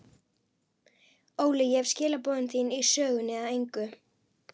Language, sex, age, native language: Icelandic, female, 11, Icelandic